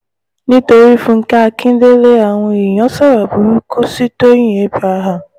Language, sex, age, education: Yoruba, female, 15-29, tertiary